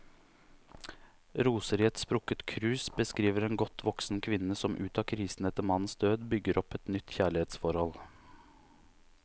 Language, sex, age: Norwegian, male, 29